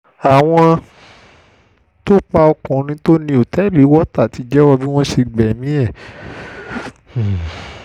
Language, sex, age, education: Yoruba, male, 15-29, tertiary